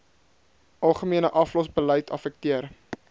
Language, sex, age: Afrikaans, male, 22